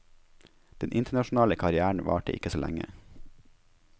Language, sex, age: Norwegian, male, 21